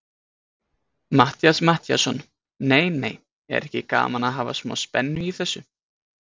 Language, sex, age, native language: Icelandic, male, 20-29, Icelandic